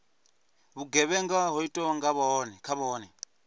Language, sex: Venda, male